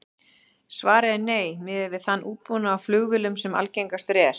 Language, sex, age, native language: Icelandic, female, 40-49, Icelandic